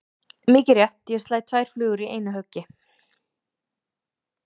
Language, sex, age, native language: Icelandic, female, 30-39, Icelandic